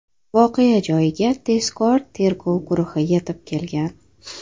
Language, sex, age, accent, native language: Uzbek, female, 25-34, Toshkent shahri, Uzbek